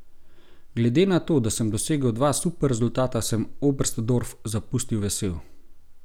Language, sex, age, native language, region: Slovenian, male, 30-49, Slovenian, Gorenjska region